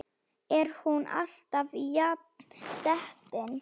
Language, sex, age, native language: Icelandic, female, 8, Slovak